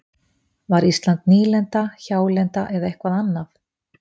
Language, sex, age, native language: Icelandic, female, 50-59, Icelandic